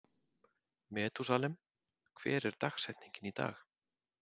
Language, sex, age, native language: Icelandic, male, 50-59, Icelandic